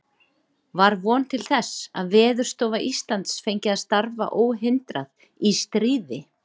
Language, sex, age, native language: Icelandic, female, 40-49, Icelandic